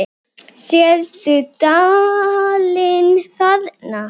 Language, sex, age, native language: Icelandic, female, 9, Icelandic